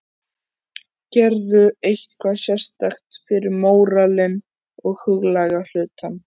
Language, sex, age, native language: Icelandic, male, 14, Icelandic